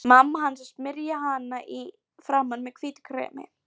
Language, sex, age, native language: Icelandic, female, 11, Polish